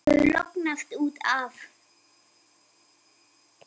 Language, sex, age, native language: Icelandic, female, 7, Icelandic